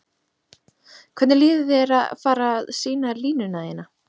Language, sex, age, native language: Icelandic, female, 30-39, Icelandic